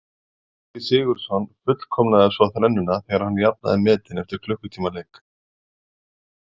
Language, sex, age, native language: Icelandic, male, 40-49, Icelandic